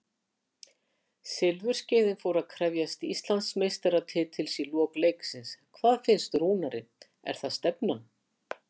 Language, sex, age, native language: Icelandic, female, 60-69, Icelandic